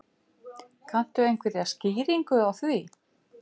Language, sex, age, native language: Icelandic, female, 50-59, Icelandic